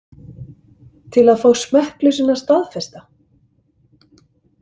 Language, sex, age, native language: Icelandic, male, 50-59, Icelandic